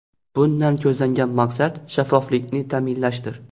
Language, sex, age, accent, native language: Uzbek, male, 12-17, Xorazm, Uzbek